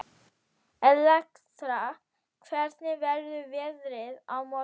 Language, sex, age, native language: Icelandic, female, 11, Icelandic